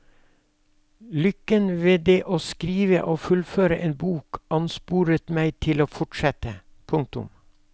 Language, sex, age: Norwegian, male, 52